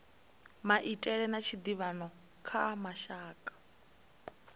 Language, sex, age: Venda, female, 20